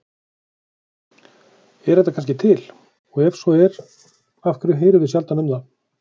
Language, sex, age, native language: Icelandic, male, 40-49, Icelandic